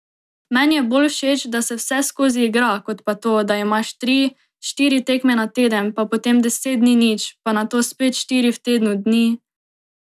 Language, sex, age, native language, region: Slovenian, female, 18-29, Slovenian, Drava region